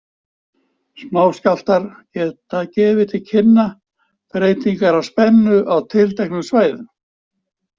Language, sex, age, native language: Icelandic, male, 70-79, Icelandic